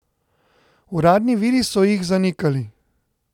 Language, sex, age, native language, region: Slovenian, male, 30-49, Slovenian, Central Slovenia